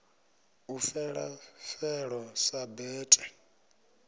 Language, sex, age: Venda, male, 26